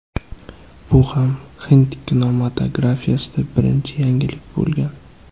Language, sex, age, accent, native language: Uzbek, male, 18-24, Qashqadaryo, Uzbek